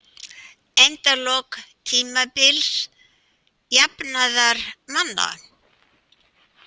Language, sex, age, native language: Icelandic, female, 80-89, Icelandic